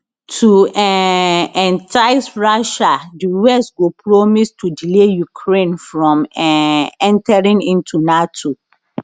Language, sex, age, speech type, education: Nigerian Pidgin, female, 30-45, spontaneous, tertiary